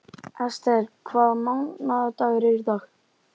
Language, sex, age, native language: Icelandic, male, 11, Icelandic